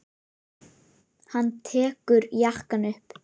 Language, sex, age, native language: Icelandic, female, 10, Icelandic